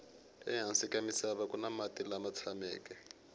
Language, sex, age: Tsonga, male, 21